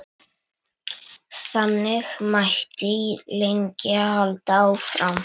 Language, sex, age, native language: Icelandic, male, 9, Icelandic